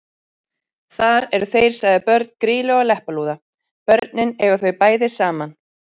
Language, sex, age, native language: Icelandic, female, 30-39, Icelandic